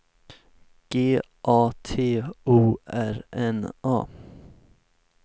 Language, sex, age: Swedish, male, 19